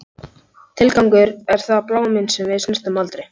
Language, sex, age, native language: Icelandic, male, 11, Icelandic